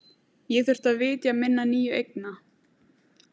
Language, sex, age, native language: Icelandic, female, 18-19, Icelandic